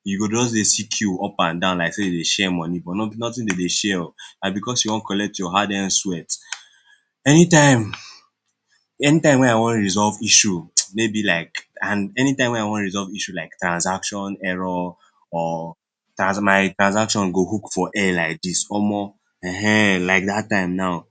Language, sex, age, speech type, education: Nigerian Pidgin, male, 15-29, spontaneous, secondary